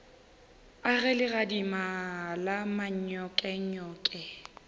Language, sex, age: Northern Sotho, female, 21